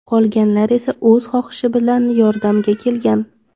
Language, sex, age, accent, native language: Uzbek, female, 18-24, Toshkent shahri, Uzbek